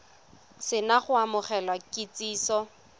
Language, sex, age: Tswana, female, 25